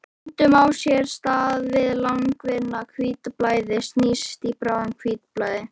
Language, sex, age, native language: Icelandic, female, 11, Icelandic